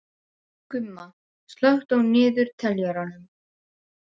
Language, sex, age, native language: Icelandic, female, 12, Serbo-Croatian